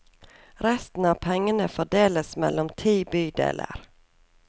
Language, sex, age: Norwegian, female, 24